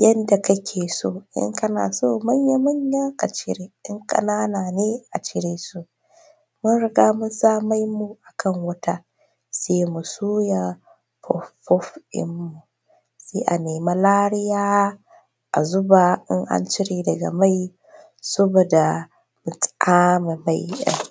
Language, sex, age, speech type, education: Hausa, female, 15-29, spontaneous, tertiary